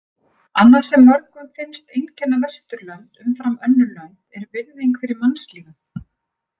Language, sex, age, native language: Icelandic, female, 50-59, Icelandic